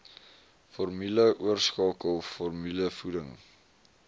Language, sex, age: Afrikaans, male, 20